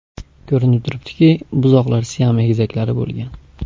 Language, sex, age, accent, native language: Uzbek, male, 25-34, Andijon, Uzbek